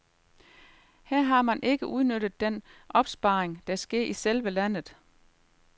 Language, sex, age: Danish, female, 38